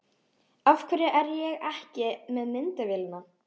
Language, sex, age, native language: Icelandic, female, 13, Icelandic